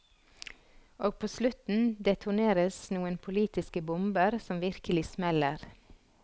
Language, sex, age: Norwegian, female, 46